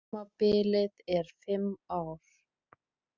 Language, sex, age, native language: Icelandic, female, 30-39, Icelandic